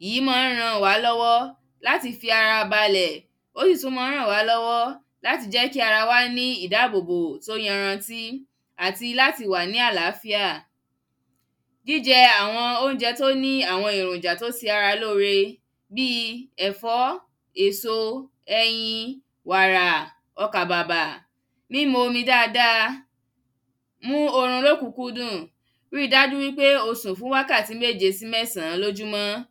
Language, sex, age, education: Yoruba, female, 15-29, primary